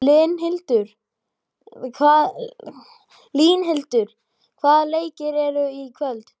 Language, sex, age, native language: Icelandic, male, 12, Icelandic